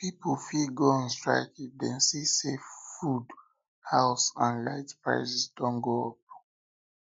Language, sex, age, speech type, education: Nigerian Pidgin, male, 15-29, spontaneous, tertiary